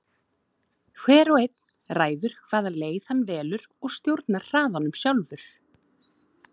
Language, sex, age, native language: Icelandic, female, 30-39, Icelandic